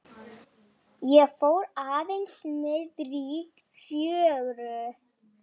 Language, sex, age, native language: Icelandic, female, 10, Lithuanian